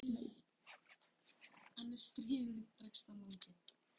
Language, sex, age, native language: Icelandic, female, 15, Icelandic